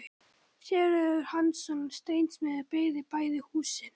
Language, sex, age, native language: Icelandic, male, 18-19, Icelandic